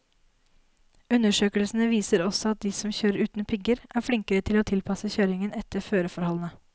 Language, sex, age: Norwegian, female, 19